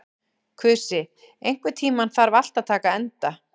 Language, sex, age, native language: Icelandic, female, 11, Icelandic